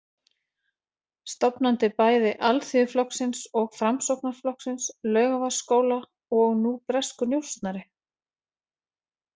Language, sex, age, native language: Icelandic, female, 40-49, Icelandic